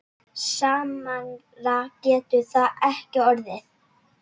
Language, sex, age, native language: Icelandic, female, 9, Icelandic